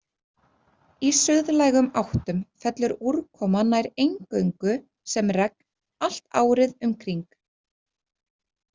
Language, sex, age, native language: Icelandic, female, 30-39, Icelandic